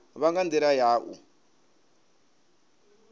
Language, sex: Venda, male